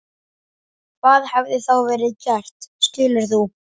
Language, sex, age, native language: Icelandic, male, 11, Icelandic